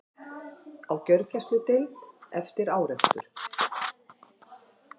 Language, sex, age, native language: Icelandic, female, 50-59, Icelandic